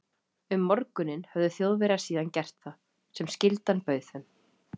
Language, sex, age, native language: Icelandic, female, 30-39, Icelandic